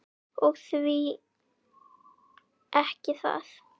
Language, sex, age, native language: Icelandic, female, 9, Icelandic